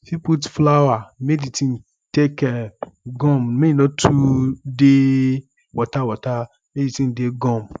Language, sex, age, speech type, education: Nigerian Pidgin, male, 15-29, spontaneous, tertiary